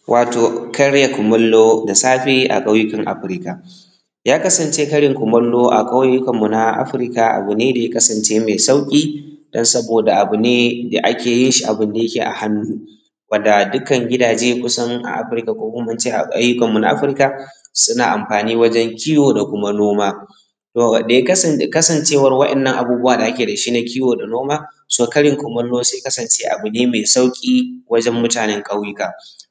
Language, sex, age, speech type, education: Hausa, male, 15-29, spontaneous, tertiary